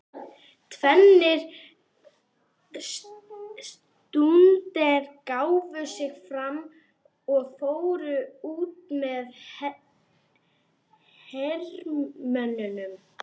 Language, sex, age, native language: Icelandic, male, 11, Icelandic